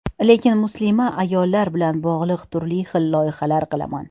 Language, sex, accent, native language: Uzbek, female, Toshkent shahri, Uzbek